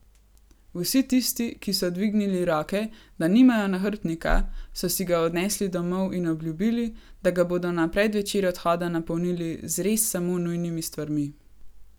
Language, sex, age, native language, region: Slovenian, female, 18-29, Slovenian, Gorenjska region